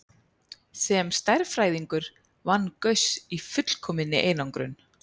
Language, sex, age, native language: Icelandic, female, 30-39, Icelandic